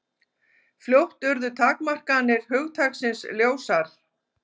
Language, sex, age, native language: Icelandic, female, 50-59, Icelandic